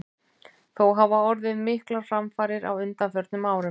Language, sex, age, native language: Icelandic, female, 50-59, Icelandic